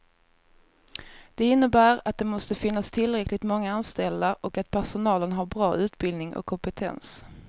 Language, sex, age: Swedish, female, 24